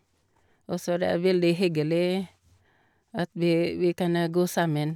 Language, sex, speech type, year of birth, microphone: Norwegian, female, spontaneous, 1962, Shure